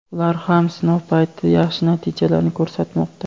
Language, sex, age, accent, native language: Uzbek, male, 18-24, Andijon, Uzbek